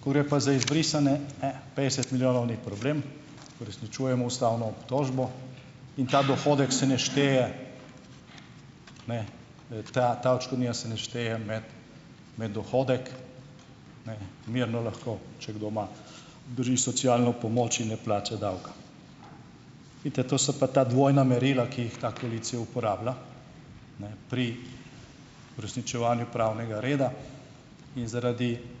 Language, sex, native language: Slovenian, male, Slovenian